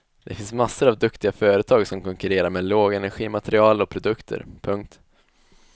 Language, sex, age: Swedish, male, 21